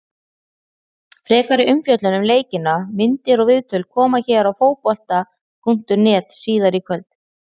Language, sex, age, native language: Icelandic, female, 40-49, Icelandic